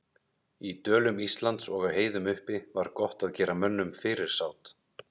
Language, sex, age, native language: Icelandic, male, 30-39, Icelandic